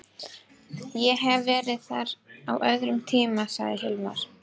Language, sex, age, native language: Icelandic, female, 12, Icelandic